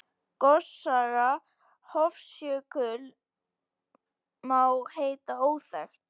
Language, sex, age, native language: Icelandic, female, 18-19, Icelandic